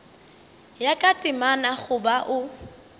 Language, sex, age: Northern Sotho, female, 24